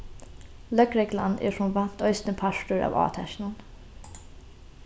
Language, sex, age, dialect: Faroese, female, 15-35, Norðurstreymoy/Eysturoy